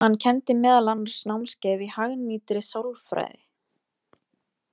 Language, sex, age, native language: Icelandic, female, 20-29, Icelandic